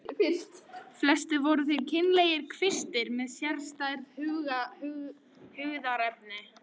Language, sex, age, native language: Icelandic, female, 14, Icelandic